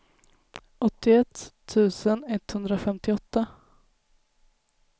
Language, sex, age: Swedish, female, 19